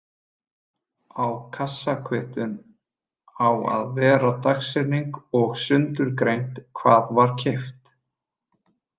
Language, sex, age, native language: Icelandic, male, 30-39, Icelandic